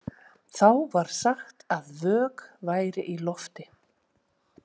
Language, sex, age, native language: Icelandic, female, 40-49, Icelandic